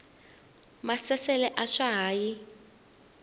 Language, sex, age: Tsonga, female, 20